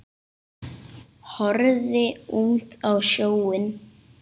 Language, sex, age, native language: Icelandic, male, 8, Icelandic